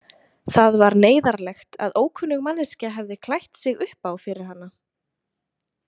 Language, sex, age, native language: Icelandic, female, 20-29, Icelandic